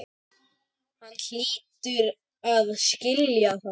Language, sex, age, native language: Icelandic, male, 10, Icelandic